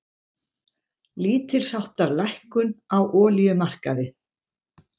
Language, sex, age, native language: Icelandic, female, 70-79, Icelandic